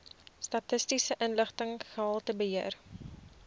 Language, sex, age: Afrikaans, female, 20